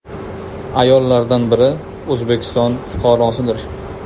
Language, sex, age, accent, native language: Uzbek, male, 19-29, Andijon, Uzbek